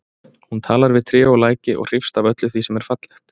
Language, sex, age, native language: Icelandic, male, 30-39, Icelandic